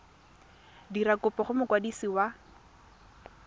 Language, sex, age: Tswana, female, 18